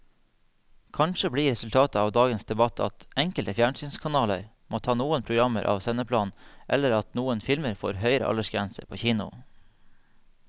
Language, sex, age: Norwegian, male, 30